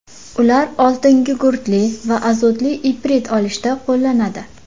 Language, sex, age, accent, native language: Uzbek, female, 18-24, Farg'ona, Uzbek